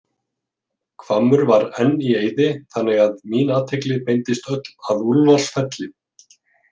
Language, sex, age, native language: Icelandic, male, 50-59, Icelandic